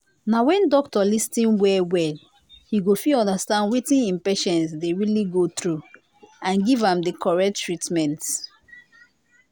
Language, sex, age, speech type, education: Nigerian Pidgin, female, 15-29, spontaneous, tertiary